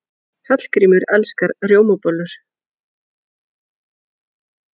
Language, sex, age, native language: Icelandic, female, 40-49, Icelandic